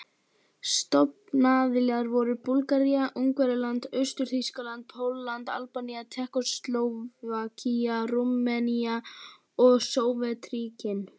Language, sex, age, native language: Icelandic, male, 18-19, Icelandic